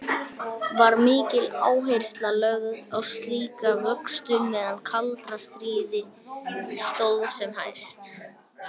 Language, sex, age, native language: Icelandic, male, 18-19, Icelandic